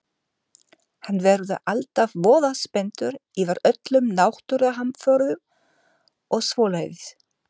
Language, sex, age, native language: Icelandic, female, 50-59, German